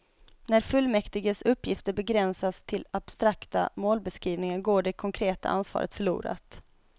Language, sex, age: Swedish, female, 25